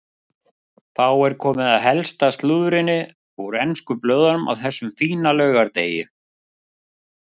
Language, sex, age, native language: Icelandic, male, 50-59, Icelandic